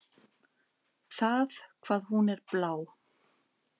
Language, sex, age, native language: Icelandic, female, 60-69, Icelandic